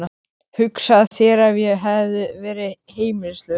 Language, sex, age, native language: Icelandic, male, 13, Icelandic